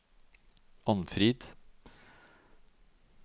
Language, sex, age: Norwegian, male, 52